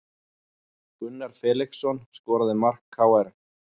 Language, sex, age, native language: Icelandic, male, 40-49, Icelandic